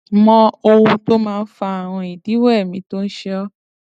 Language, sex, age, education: Yoruba, female, 15-29, tertiary